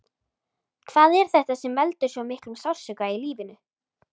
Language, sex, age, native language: Icelandic, female, 13, Icelandic